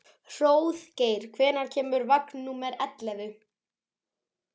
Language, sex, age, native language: Icelandic, male, 11, Icelandic